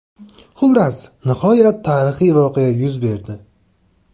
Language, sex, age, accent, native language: Uzbek, male, 18-24, Surxondaryo, Uzbek